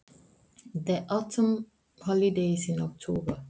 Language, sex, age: Icelandic, female, 20-29